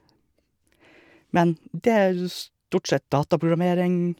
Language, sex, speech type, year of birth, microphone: Norwegian, male, spontaneous, 1982, Shure